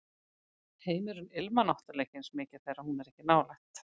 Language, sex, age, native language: Icelandic, female, 50-59, Icelandic